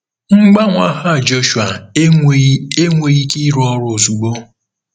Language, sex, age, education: Igbo, male, 15-29, tertiary